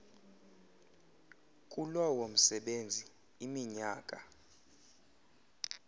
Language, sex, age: Xhosa, male, 20